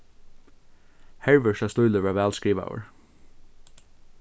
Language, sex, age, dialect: Faroese, male, 15-35, Norðurstreymoy/Eysturoy